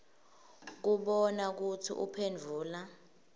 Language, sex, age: Swati, female, 18